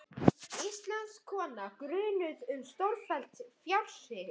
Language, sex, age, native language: Icelandic, male, 18-19, Icelandic